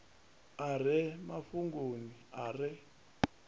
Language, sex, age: Venda, male, 39